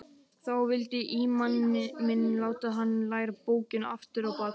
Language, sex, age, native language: Icelandic, male, 12, Icelandic